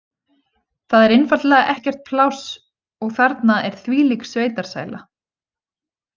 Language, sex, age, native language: Icelandic, female, 20-29, Icelandic